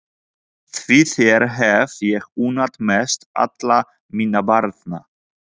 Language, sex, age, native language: Icelandic, male, 40-49, Polish